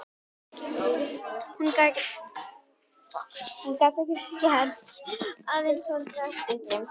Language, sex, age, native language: Icelandic, female, 11, Icelandic